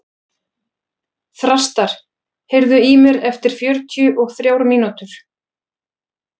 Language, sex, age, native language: Icelandic, female, 40-49, Icelandic